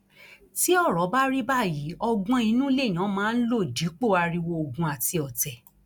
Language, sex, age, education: Yoruba, female, 46-60, tertiary